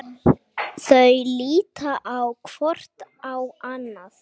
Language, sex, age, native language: Icelandic, female, 8, Icelandic